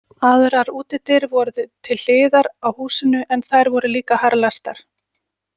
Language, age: Icelandic, 40-49